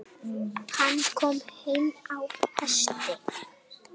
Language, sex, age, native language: Icelandic, male, 7, Icelandic